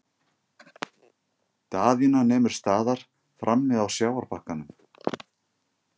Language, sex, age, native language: Icelandic, male, 50-59, Icelandic